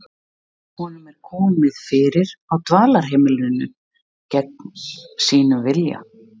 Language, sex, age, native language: Icelandic, female, 60-69, Icelandic